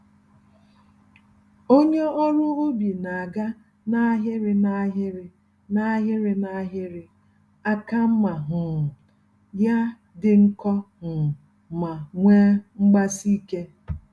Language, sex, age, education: Igbo, female, 46-60, tertiary